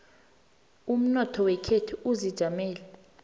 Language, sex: South Ndebele, female